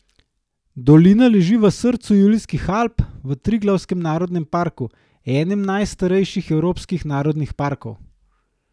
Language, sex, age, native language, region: Slovenian, male, 30-49, Slovenian, Gorenjska region